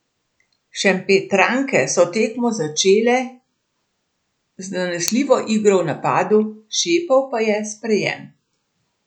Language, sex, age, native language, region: Slovenian, female, 60+, Slovenian, Central Slovenia